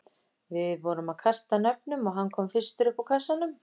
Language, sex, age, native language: Icelandic, female, 30-39, Icelandic